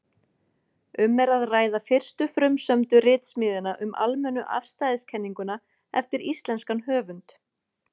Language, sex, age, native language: Icelandic, female, 40-49, Icelandic